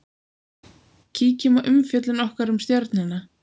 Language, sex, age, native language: Icelandic, female, 20-29, Icelandic